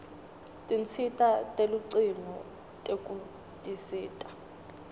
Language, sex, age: Swati, female, 19